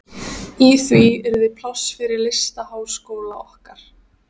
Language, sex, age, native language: Icelandic, female, 14, Icelandic